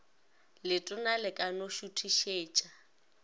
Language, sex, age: Northern Sotho, female, 19